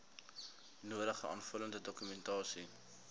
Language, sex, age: Afrikaans, male, 19